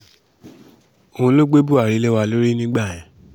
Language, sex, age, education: Yoruba, male, 15-29, secondary